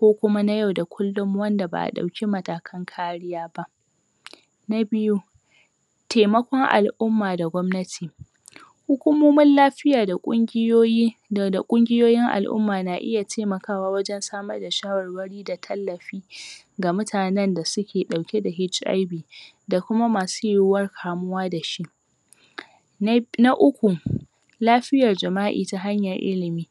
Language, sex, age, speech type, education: Hausa, female, 46-60, spontaneous, secondary